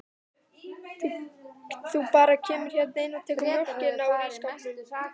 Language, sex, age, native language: Icelandic, female, 12, Icelandic